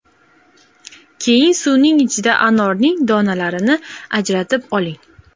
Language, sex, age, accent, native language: Uzbek, female, 18-24, Andijon, Uzbek